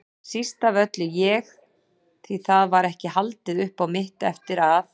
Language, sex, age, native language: Icelandic, female, 40-49, Icelandic